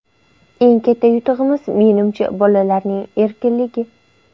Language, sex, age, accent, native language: Uzbek, female, 19-29, Andijon, Uzbek